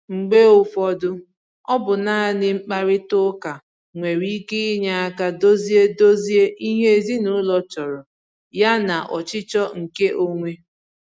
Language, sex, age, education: Igbo, female, 15-29, tertiary